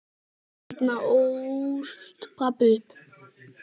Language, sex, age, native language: Icelandic, male, 8, Icelandic